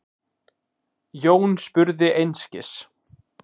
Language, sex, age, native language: Icelandic, male, 20-29, Icelandic